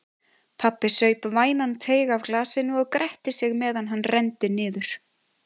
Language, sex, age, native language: Icelandic, female, 20-29, Icelandic